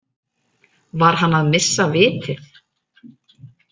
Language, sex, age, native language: Icelandic, female, 30-39, Icelandic